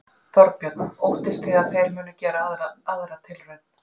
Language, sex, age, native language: Icelandic, female, 40-49, Icelandic